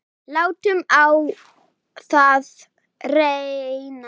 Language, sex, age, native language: Icelandic, female, 8, Icelandic